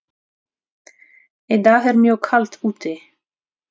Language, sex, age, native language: Icelandic, female, 30-39, Russian